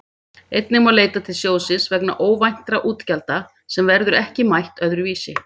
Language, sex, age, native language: Icelandic, female, 50-59, Icelandic